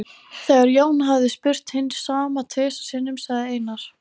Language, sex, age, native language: Icelandic, female, 13, Icelandic